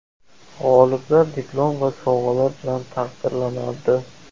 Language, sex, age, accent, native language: Uzbek, male, 25-34, Surxondaryo, Uzbek